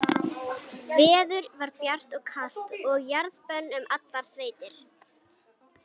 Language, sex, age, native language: Icelandic, female, 11, Icelandic